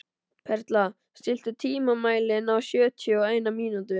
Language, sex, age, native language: Icelandic, male, 12, Icelandic